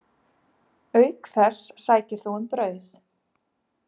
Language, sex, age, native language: Icelandic, female, 50-59, Icelandic